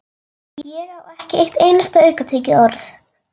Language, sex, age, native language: Icelandic, female, 11, Icelandic